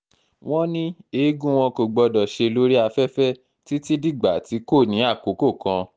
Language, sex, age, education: Yoruba, male, 15-29, tertiary